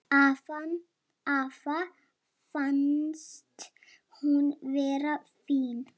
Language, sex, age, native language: Icelandic, female, 7, Lithuanian